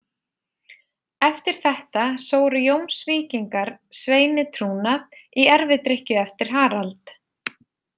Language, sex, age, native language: Icelandic, female, 30-39, Icelandic